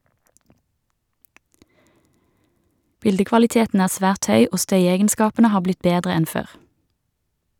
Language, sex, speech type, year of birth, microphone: Norwegian, female, read, 1969, Shure